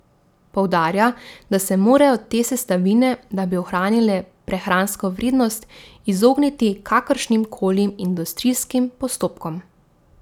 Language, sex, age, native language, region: Slovenian, female, 18-29, Slovenian, Drava region